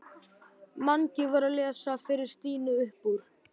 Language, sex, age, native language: Icelandic, male, 12, Icelandic